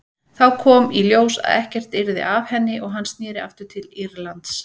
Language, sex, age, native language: Icelandic, female, 40-49, Icelandic